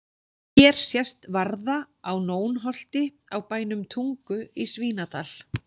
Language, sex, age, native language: Icelandic, female, 40-49, Icelandic